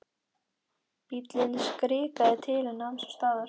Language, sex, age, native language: Icelandic, female, 13, Icelandic